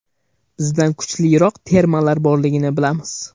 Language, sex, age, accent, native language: Uzbek, male, 18-24, Toshkent viloyati, Uzbek